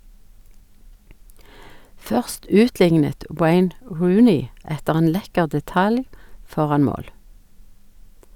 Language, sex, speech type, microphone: Norwegian, female, read, Sennheiser